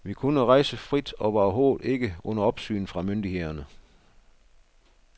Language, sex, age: Danish, male, 62